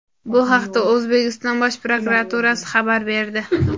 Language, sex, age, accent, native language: Uzbek, male, 18-24, Andijon, Uzbek